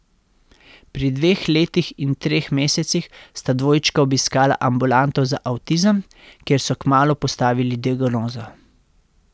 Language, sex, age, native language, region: Slovenian, male, 30-49, Slovenian, Central Slovenia